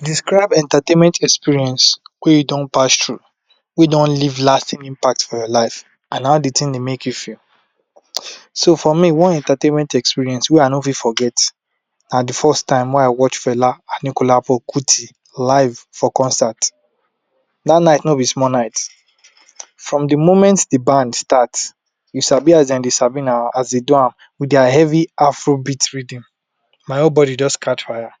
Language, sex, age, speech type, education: Nigerian Pidgin, male, 46-60, spontaneous, tertiary